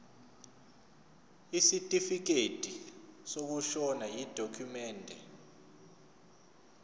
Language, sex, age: Zulu, male, 29